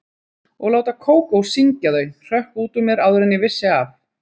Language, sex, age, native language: Icelandic, female, 30-39, Icelandic